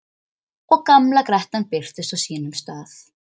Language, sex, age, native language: Icelandic, female, 13, Icelandic